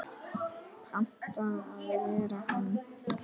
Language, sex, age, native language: Icelandic, male, 9, Icelandic